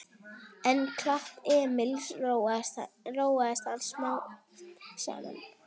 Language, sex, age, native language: Icelandic, female, 12, Icelandic